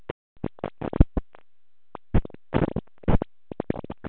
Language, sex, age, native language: Icelandic, male, 13, Icelandic